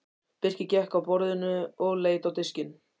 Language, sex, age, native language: Icelandic, male, 14, Icelandic